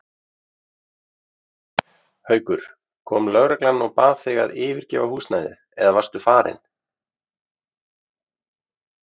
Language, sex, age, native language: Icelandic, male, 30-39, Icelandic